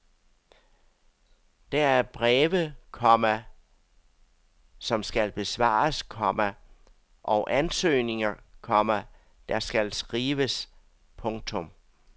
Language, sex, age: Danish, male, 62